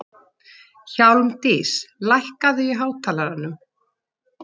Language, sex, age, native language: Icelandic, female, 40-49, Icelandic